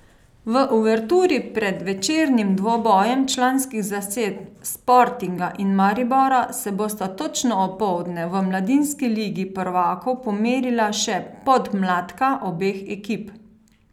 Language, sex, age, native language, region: Slovenian, female, 30-49, Slovenian, Carinthia region